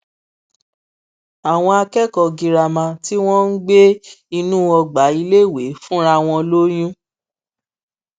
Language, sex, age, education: Yoruba, female, 30-45, tertiary